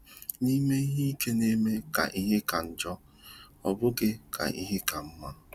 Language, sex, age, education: Igbo, male, 30-45, tertiary